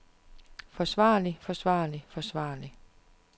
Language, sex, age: Danish, female, 41